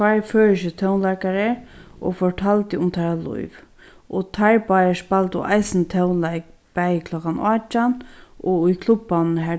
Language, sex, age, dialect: Faroese, female, 36-60, Sandoy